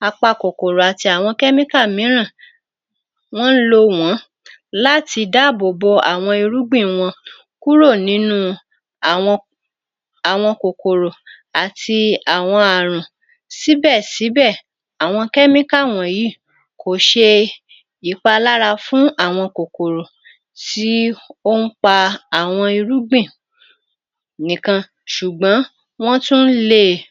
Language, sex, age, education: Yoruba, female, 46-60, tertiary